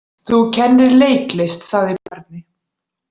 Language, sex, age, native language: Icelandic, female, 40-49, Icelandic